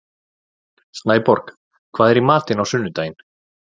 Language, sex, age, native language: Icelandic, male, 40-49, Icelandic